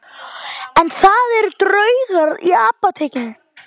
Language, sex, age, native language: Icelandic, male, 11, Icelandic